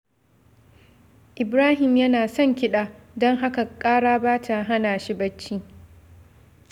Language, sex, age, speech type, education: Hausa, female, 15-29, read, secondary